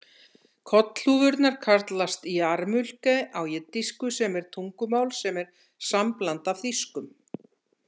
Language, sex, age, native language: Icelandic, female, 60-69, Icelandic